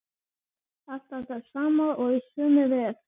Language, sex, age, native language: Icelandic, female, 11, Icelandic